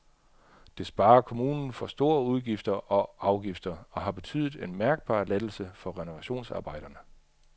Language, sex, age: Danish, male, 38